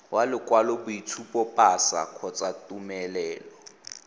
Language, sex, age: Tswana, male, 18